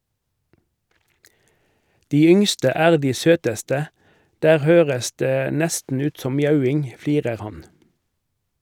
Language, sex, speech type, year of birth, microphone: Norwegian, male, read, 1958, Shure